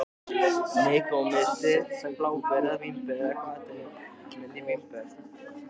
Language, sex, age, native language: Icelandic, male, 14, Icelandic